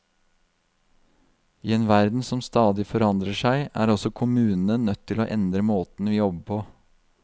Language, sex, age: Norwegian, male, 32